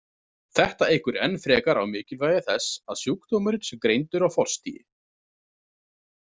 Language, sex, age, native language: Icelandic, male, 30-39, Icelandic